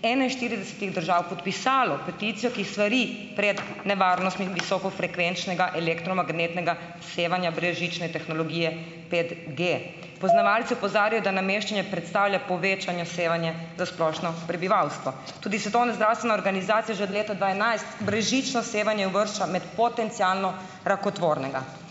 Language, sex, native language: Slovenian, female, Slovenian